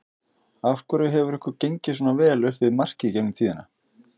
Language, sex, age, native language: Icelandic, male, 50-59, Icelandic